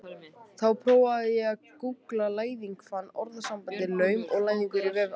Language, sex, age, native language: Icelandic, male, 18-19, Icelandic